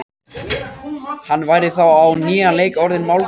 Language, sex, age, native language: Icelandic, male, 14, Icelandic